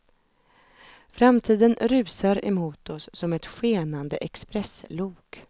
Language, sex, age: Swedish, female, 32